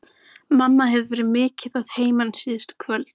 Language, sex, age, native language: Icelandic, male, 14, Icelandic